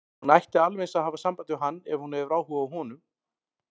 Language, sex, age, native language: Icelandic, male, 40-49, Icelandic